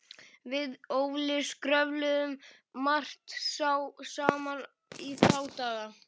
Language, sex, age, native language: Icelandic, male, 11, Icelandic